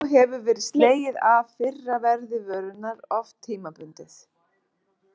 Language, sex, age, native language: Icelandic, female, 40-49, Icelandic